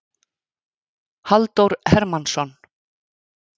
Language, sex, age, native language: Icelandic, female, 50-59, Icelandic